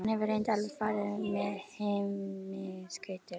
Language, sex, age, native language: Icelandic, female, 11, Icelandic